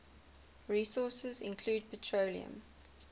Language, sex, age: English, female, 19